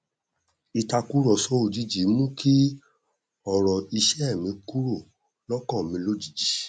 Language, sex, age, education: Yoruba, male, 30-45, tertiary